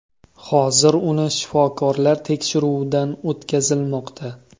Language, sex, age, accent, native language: Uzbek, male, 25-34, Toshkent viloyati, Uzbek